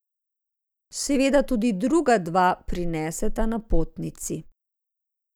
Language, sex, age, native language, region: Slovenian, female, 50-59, Slovenian, Zasavska region